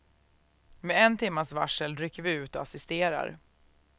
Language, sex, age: Swedish, female, 36